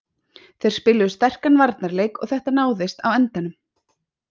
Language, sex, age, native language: Icelandic, female, 30-39, Icelandic